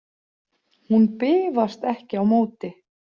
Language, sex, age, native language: Icelandic, female, 40-49, Icelandic